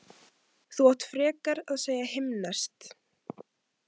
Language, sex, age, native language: Icelandic, female, 18-19, Icelandic